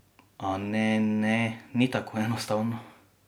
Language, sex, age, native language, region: Slovenian, male, 18-29, Slovenian, Drava region